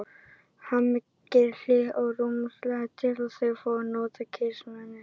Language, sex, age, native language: Icelandic, female, 40-49, Icelandic